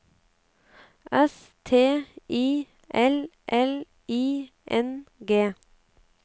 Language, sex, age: Norwegian, female, 35